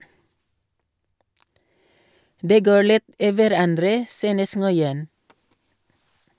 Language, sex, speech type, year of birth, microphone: Norwegian, female, read, 1962, Shure